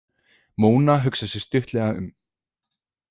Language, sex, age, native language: Icelandic, male, 20-29, Icelandic